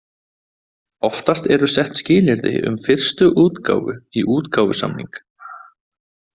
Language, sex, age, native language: Icelandic, male, 20-29, Icelandic